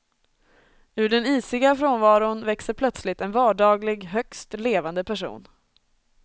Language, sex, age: Swedish, female, 24